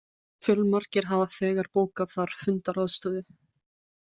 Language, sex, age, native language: Icelandic, female, 20-29, Icelandic